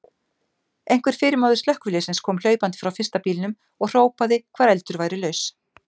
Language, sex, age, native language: Icelandic, female, 50-59, Icelandic